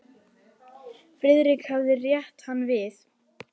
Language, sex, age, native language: Icelandic, male, 10, Icelandic